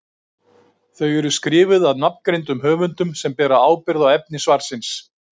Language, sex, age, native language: Icelandic, male, 60-69, Icelandic